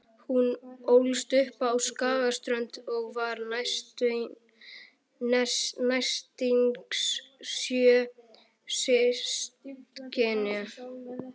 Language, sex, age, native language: Icelandic, male, 11, Icelandic